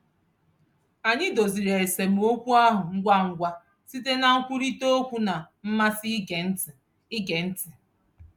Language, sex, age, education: Igbo, female, 30-45, tertiary